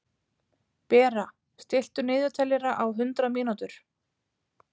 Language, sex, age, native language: Icelandic, female, 30-39, Icelandic